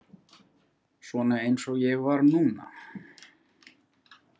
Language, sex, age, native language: Icelandic, male, 40-49, Icelandic